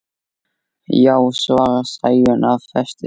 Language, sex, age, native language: Icelandic, male, 8, Icelandic